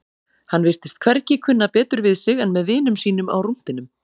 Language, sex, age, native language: Icelandic, female, 40-49, Icelandic